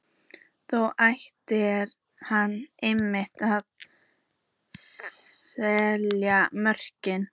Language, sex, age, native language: Icelandic, female, 14, Icelandic